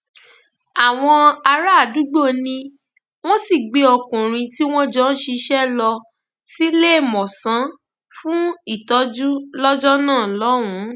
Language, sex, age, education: Yoruba, female, 15-29, tertiary